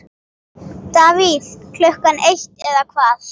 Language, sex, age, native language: Icelandic, female, 8, Icelandic